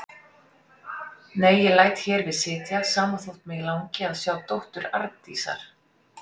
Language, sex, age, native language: Icelandic, female, 40-49, Icelandic